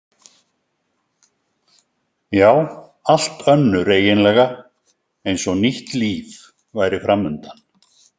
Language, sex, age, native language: Icelandic, male, 70-79, Icelandic